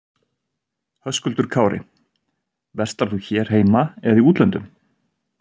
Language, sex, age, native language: Icelandic, male, 30-39, Icelandic